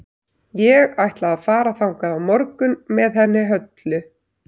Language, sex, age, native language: Icelandic, female, 30-39, Icelandic